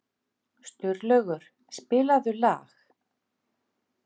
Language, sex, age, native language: Icelandic, female, 50-59, Icelandic